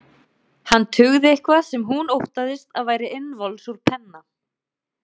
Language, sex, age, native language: Icelandic, female, 30-39, Icelandic